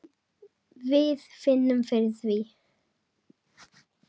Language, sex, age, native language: Icelandic, female, 10, Icelandic